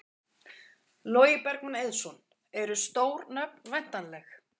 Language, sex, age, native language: Icelandic, female, 30-39, Icelandic